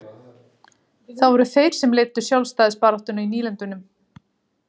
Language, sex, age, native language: Icelandic, female, 40-49, Icelandic